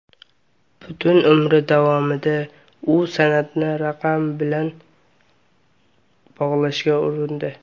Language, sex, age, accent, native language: Uzbek, male, under 19, Qashqadaryo, Uzbek